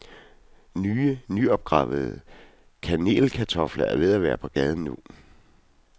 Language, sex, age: Danish, male, 41